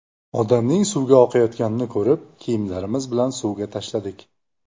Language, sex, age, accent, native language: Uzbek, male, 25-34, Jizzax, Uzbek